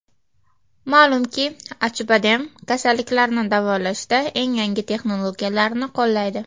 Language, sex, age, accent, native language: Uzbek, female, 19-29, Farg'ona, Uzbek